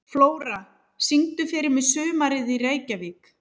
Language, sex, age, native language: Icelandic, female, 30-39, Icelandic